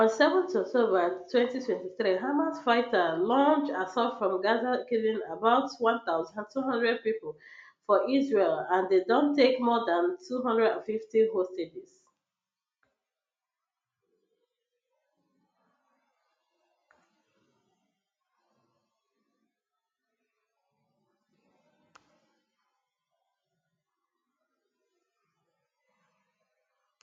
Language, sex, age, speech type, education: Nigerian Pidgin, female, 15-29, spontaneous, tertiary